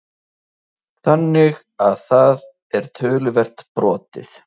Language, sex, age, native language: Icelandic, male, 30-39, Icelandic